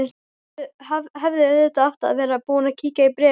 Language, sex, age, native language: Icelandic, female, 12, Icelandic